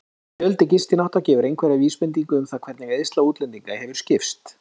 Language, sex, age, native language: Icelandic, male, 30-39, Icelandic